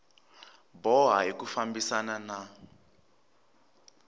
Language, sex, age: Tsonga, male, 23